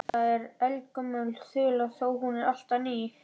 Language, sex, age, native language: Icelandic, male, 11, Icelandic